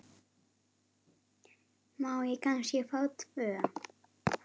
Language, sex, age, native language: Icelandic, female, 8, Icelandic